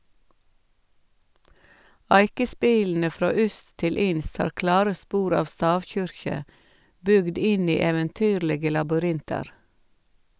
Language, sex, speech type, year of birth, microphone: Norwegian, female, read, 1956, Sennheiser